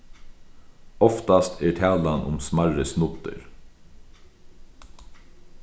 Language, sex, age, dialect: Faroese, male, 36-60, Sandoy